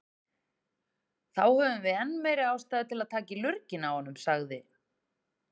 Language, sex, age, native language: Icelandic, female, 30-39, Icelandic